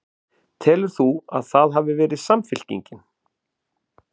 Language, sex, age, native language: Icelandic, male, 40-49, Icelandic